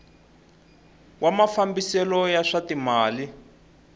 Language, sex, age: Tsonga, male, 20